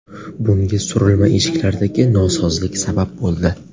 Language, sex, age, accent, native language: Uzbek, male, 18-24, Navoiy, Uzbek